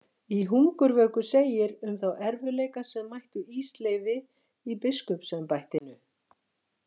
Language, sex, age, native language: Icelandic, female, 60-69, Icelandic